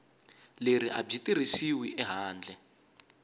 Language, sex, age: Tsonga, male, 22